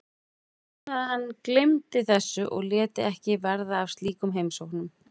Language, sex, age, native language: Icelandic, female, 40-49, Icelandic